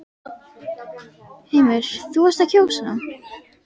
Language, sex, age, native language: Icelandic, female, 10, Icelandic